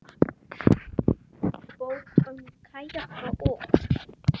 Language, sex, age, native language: Icelandic, male, 9, Icelandic